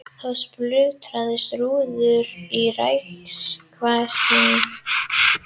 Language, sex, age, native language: Icelandic, female, 30-39, Icelandic